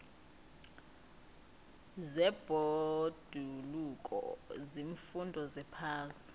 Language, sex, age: South Ndebele, female, 19